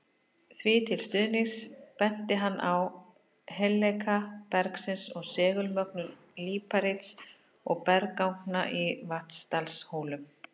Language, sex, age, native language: Icelandic, female, 50-59, Icelandic